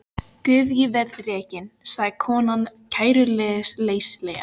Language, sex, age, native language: Icelandic, female, 14, Filipino